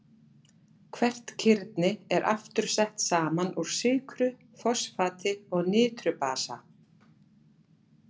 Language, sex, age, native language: Icelandic, female, 40-49, Icelandic